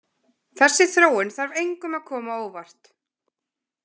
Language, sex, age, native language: Icelandic, female, 20-29, Icelandic